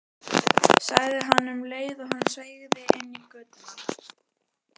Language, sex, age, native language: Icelandic, female, 12, Icelandic